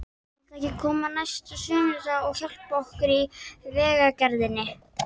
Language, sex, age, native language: Icelandic, female, 12, Icelandic